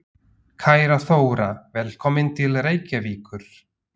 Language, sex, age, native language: Icelandic, male, 40-49, Slovak